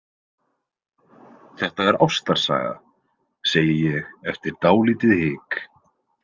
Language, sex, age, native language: Icelandic, male, 20-29, Icelandic